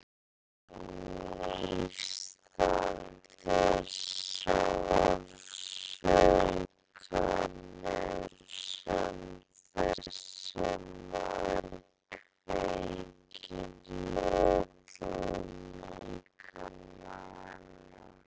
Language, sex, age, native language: Icelandic, female, 18-19, Icelandic